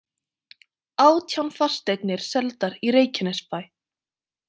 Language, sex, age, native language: Icelandic, female, 20-29, Icelandic